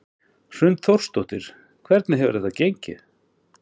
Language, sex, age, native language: Icelandic, male, 40-49, Icelandic